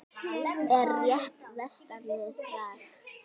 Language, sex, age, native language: Icelandic, female, 9, Icelandic